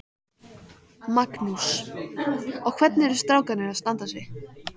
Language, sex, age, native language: Icelandic, female, 14, Icelandic